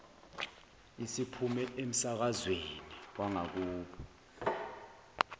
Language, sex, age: Zulu, male, 20